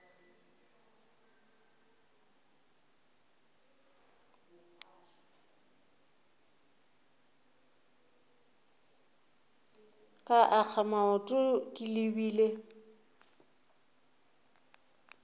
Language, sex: Northern Sotho, female